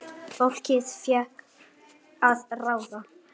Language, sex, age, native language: Icelandic, male, 8, Icelandic